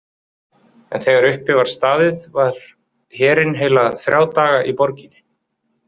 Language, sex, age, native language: Icelandic, male, 30-39, Icelandic